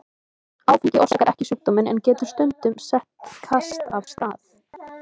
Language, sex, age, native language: Icelandic, female, 20-29, Icelandic